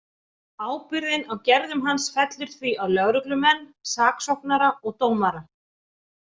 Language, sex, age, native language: Icelandic, female, 40-49, Icelandic